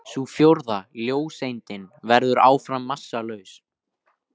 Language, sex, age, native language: Icelandic, male, 18-19, Icelandic